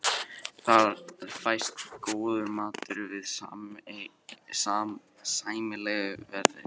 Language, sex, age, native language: Icelandic, male, 14, Icelandic